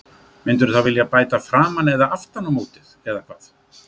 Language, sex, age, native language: Icelandic, male, 60-69, Icelandic